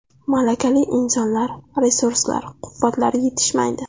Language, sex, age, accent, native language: Uzbek, female, 19-29, Navoiy, Uzbek